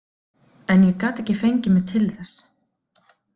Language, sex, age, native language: Icelandic, female, 40-49, Icelandic